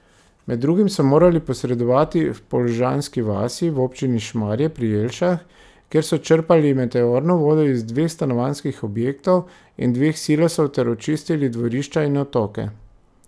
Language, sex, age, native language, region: Slovenian, male, 30-49, Slovenian, Drava region